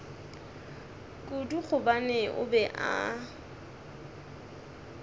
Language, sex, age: Northern Sotho, male, 21